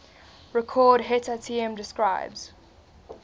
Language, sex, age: English, female, 20